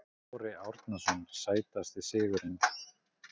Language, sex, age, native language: Icelandic, male, 40-49, Icelandic